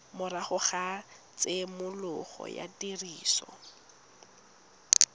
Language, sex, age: Tswana, female, 19